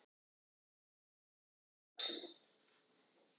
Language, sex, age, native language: Icelandic, male, 30-39, Icelandic